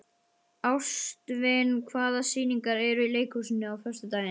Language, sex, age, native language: Icelandic, male, 12, Icelandic